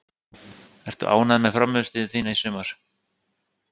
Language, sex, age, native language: Icelandic, male, 30-39, Icelandic